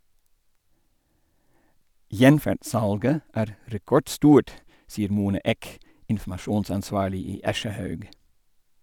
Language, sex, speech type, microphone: Norwegian, male, read, Sennheiser